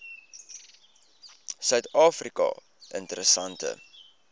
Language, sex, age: Afrikaans, male, 20